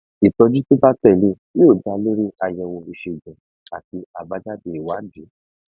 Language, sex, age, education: Yoruba, male, 15-29, tertiary